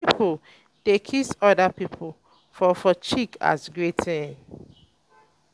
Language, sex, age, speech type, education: Nigerian Pidgin, female, 15-29, spontaneous, tertiary